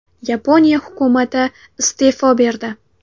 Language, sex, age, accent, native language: Uzbek, female, 12-17, Navoiy, Uzbek